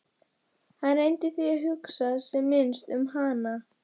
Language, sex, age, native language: Icelandic, female, 12, Icelandic